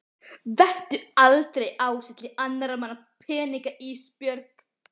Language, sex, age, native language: Icelandic, female, 12, Icelandic